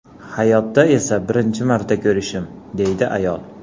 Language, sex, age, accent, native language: Uzbek, male, 40-49, Andijon, Uzbek